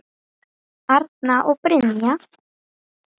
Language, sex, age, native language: Icelandic, female, 9, Icelandic